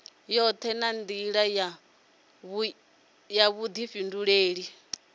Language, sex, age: Venda, female, 30